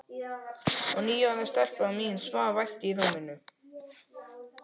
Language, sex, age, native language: Icelandic, male, 12, Icelandic